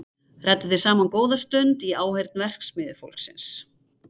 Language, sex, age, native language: Icelandic, female, 50-59, Icelandic